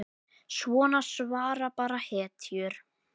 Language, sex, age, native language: Icelandic, male, 10, Icelandic